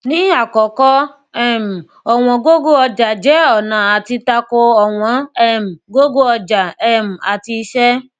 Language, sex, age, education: Yoruba, female, 15-29, tertiary